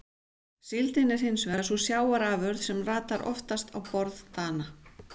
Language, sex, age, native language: Icelandic, female, 40-49, Icelandic